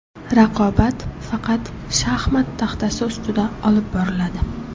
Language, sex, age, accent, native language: Uzbek, female, 18-24, Samarqand, Uzbek